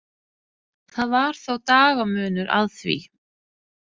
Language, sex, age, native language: Icelandic, female, 30-39, Danish